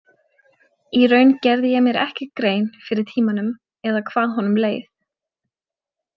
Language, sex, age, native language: Icelandic, female, 20-29, Icelandic